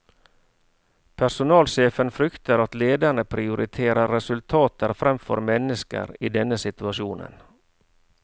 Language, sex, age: Norwegian, male, 49